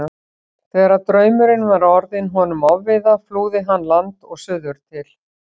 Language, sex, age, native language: Icelandic, female, 60-69, Icelandic